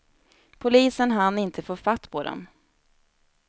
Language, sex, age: Swedish, female, 29